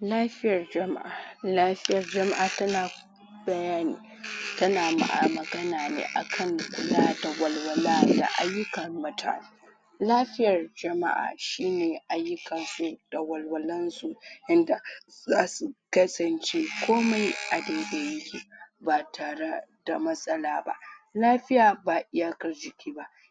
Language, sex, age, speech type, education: Hausa, female, 46-60, spontaneous, tertiary